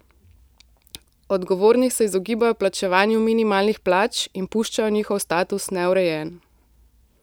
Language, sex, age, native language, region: Slovenian, female, 18-29, Slovenian, Central Slovenia